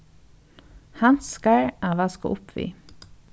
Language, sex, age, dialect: Faroese, female, 36-60, Norðuroyggjar